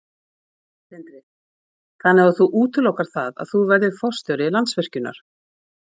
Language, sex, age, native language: Icelandic, female, 40-49, Icelandic